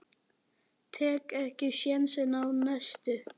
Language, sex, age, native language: Icelandic, male, 10, Icelandic